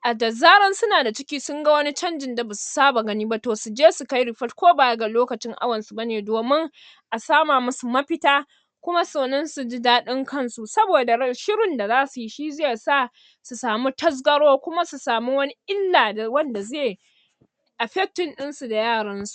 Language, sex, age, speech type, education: Hausa, female, 60+, spontaneous, secondary